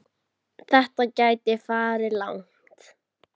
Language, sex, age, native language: Icelandic, female, 10, Icelandic